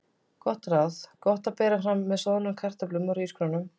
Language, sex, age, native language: Icelandic, female, 20-29, Icelandic